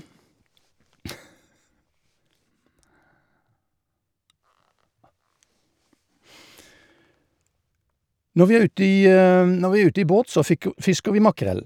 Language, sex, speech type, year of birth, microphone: Norwegian, male, spontaneous, 1952, Shure